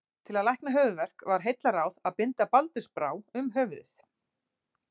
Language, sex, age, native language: Icelandic, female, 40-49, Icelandic